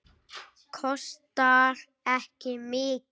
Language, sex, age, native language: Icelandic, female, 8, Icelandic